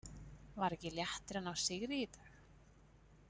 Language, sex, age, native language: Icelandic, female, 20-29, Icelandic